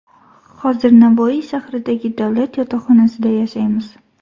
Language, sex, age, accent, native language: Uzbek, female, 18-24, Toshkent viloyati, Uzbek